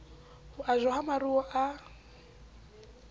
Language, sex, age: Southern Sotho, female, 29